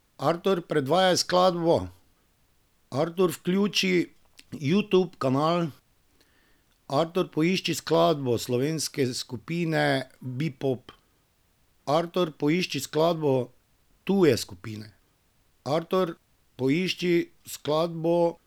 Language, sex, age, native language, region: Slovenian, male, 50-59, Slovenian, Drava region